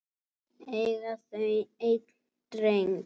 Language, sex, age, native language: Icelandic, female, 7, Icelandic